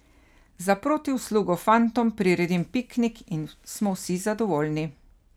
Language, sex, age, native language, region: Slovenian, female, 50-59, Slovenian, Carinthia region